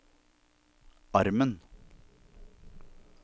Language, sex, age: Norwegian, male, 47